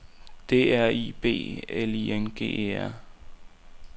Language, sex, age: Danish, male, 19